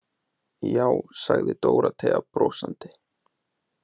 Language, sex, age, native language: Icelandic, male, 20-29, Icelandic